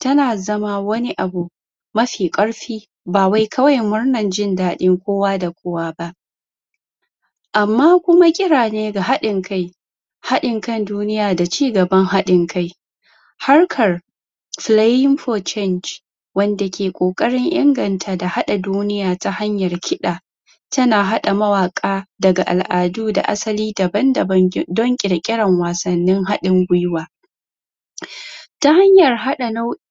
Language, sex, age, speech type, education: Hausa, female, 15-29, spontaneous, tertiary